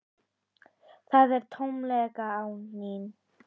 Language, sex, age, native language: Icelandic, female, 10, Icelandic